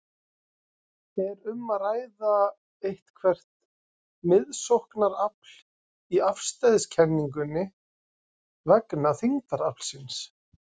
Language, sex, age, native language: Icelandic, male, 30-39, Icelandic